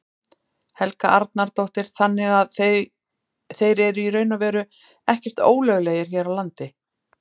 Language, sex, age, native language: Icelandic, female, 50-59, Icelandic